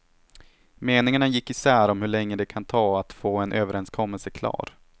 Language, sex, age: Swedish, male, 18